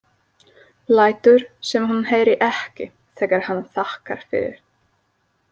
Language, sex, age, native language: Icelandic, female, 30-39, Slovak